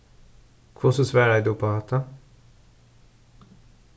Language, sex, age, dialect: Faroese, male, 36-60, Suðurstreymoy